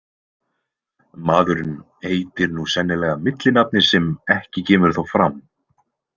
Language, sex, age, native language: Icelandic, male, 20-29, Icelandic